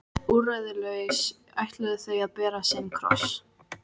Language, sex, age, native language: Icelandic, female, 14, Icelandic